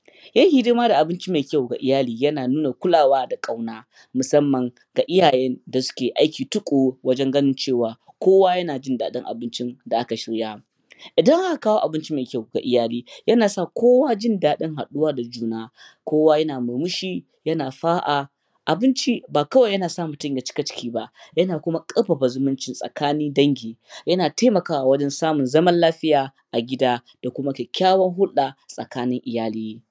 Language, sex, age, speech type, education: Hausa, male, 15-29, spontaneous, primary